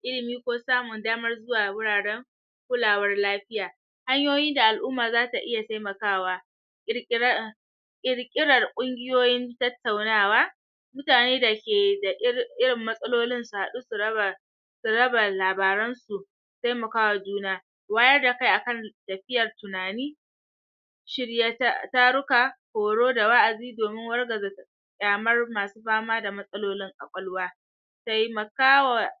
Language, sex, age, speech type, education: Hausa, male, 30-45, spontaneous, tertiary